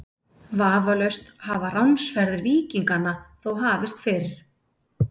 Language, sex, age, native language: Icelandic, female, 30-39, Icelandic